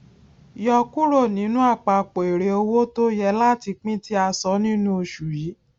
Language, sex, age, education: Yoruba, female, 46-60, tertiary